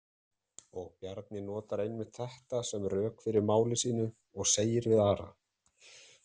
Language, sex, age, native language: Icelandic, male, 30-39, Icelandic